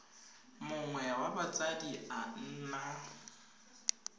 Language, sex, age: Tswana, female, 22